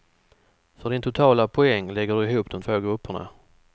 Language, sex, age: Swedish, male, 44